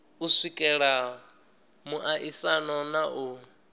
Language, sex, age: Venda, male, 19